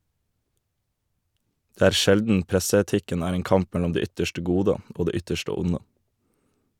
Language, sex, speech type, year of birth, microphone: Norwegian, male, read, 1991, Shure